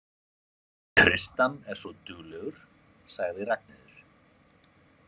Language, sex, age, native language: Icelandic, male, 30-39, Icelandic